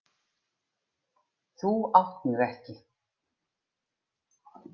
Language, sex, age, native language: Icelandic, female, 50-59, Icelandic